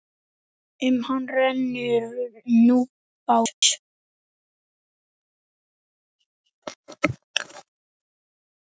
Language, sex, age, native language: Icelandic, male, 9, Icelandic